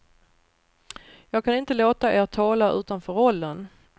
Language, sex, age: Swedish, female, 39